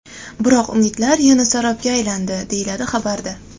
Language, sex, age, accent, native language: Uzbek, female, 18-24, Toshkent shahri, Uzbek